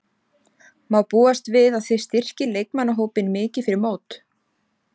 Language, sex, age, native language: Icelandic, female, 30-39, Icelandic